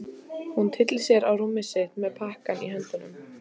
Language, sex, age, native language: Icelandic, female, 14, Icelandic